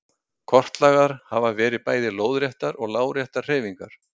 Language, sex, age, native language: Icelandic, male, 60-69, Icelandic